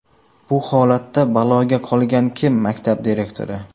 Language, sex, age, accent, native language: Uzbek, male, 18-24, Samarqand, Uzbek